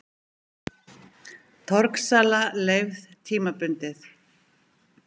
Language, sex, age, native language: Icelandic, female, 50-59, Icelandic